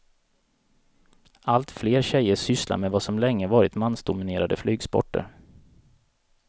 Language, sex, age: Swedish, male, 37